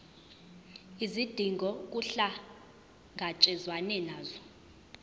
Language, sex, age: Zulu, female, 20